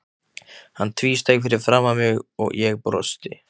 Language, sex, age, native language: Icelandic, male, 15, Icelandic